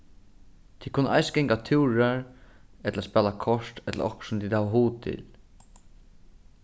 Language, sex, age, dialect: Faroese, male, 15-35, Suðurstreymoy